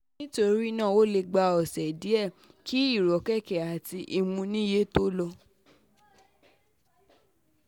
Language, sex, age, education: Yoruba, female, 15-29, tertiary